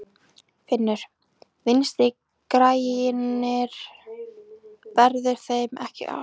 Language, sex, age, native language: Icelandic, female, 14, Icelandic